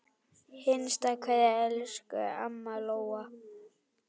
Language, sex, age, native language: Icelandic, female, 10, Icelandic